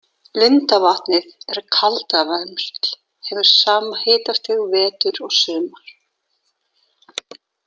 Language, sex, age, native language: Icelandic, female, 40-49, Icelandic